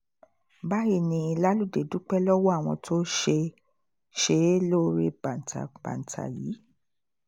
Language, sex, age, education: Yoruba, female, 30-45, tertiary